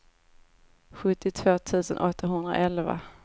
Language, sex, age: Swedish, female, 18